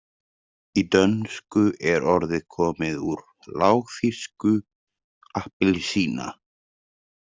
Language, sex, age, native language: Icelandic, male, 30-39, Icelandic